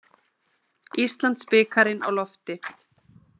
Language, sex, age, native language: Icelandic, female, 30-39, Icelandic